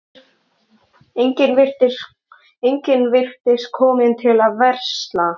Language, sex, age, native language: Icelandic, male, 13, Icelandic